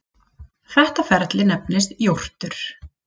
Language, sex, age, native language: Icelandic, female, 30-39, Icelandic